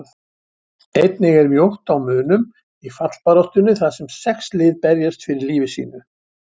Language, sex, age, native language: Icelandic, male, 70-79, Icelandic